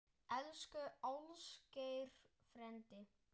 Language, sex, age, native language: Icelandic, male, 9, Icelandic